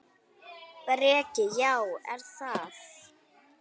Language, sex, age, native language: Icelandic, female, 8, Icelandic